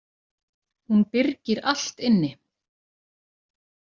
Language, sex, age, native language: Icelandic, female, 40-49, Icelandic